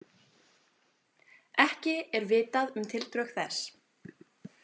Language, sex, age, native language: Icelandic, female, 20-29, Icelandic